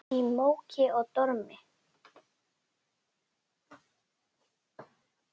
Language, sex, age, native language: Icelandic, female, 8, Icelandic